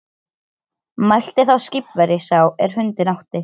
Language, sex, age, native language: Icelandic, other, 13, Icelandic